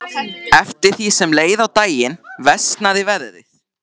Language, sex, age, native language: Icelandic, male, 13, Icelandic